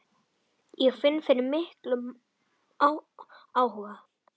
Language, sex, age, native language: Icelandic, male, 10, Icelandic